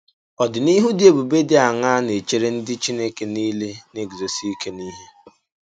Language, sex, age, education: Igbo, male, 15-29, tertiary